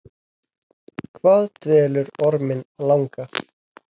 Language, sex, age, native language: Icelandic, male, 30-39, Icelandic